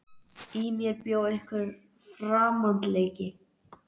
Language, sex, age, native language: Icelandic, male, 11, Icelandic